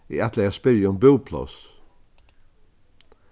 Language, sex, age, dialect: Faroese, male, 61+, Vágar